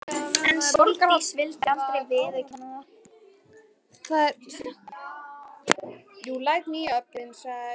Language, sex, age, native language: Icelandic, female, 11, Icelandic